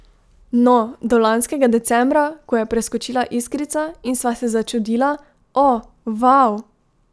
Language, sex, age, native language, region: Slovenian, female, 18-29, Slovenian, Drava region